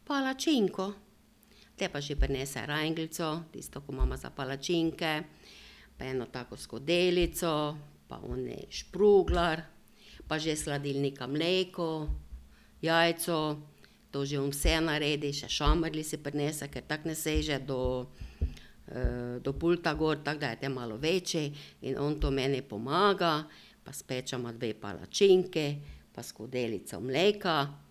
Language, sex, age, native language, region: Slovenian, female, 60+, Slovenian, Drava region